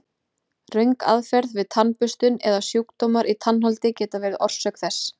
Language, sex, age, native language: Icelandic, female, 20-29, Icelandic